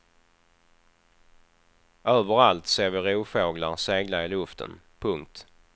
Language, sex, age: Swedish, male, 28